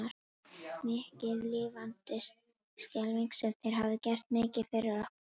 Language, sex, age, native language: Icelandic, female, 11, Icelandic